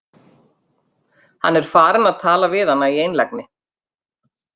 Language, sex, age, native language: Icelandic, female, 50-59, Icelandic